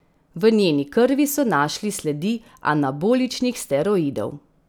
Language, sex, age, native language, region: Slovenian, female, 30-49, Slovenian, Central Slovenia